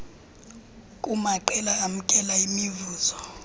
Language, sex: Xhosa, female